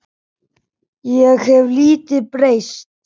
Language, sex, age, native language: Icelandic, male, 10, Icelandic